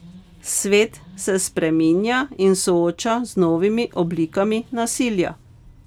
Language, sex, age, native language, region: Slovenian, female, 50-59, Slovenian, Pomurje region